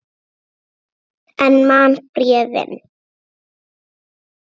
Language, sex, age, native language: Icelandic, female, 6, Icelandic